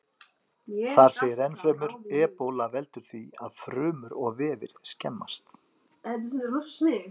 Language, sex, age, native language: Icelandic, other, 50-59, Icelandic